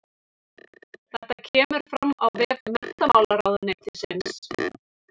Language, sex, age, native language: Icelandic, female, 30-39, Icelandic